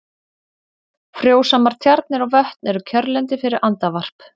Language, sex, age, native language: Icelandic, female, 30-39, Icelandic